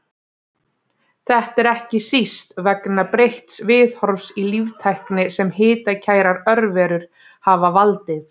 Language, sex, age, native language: Icelandic, female, 30-39, Icelandic